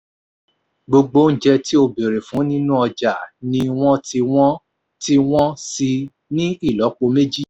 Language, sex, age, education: Yoruba, male, 46-60, tertiary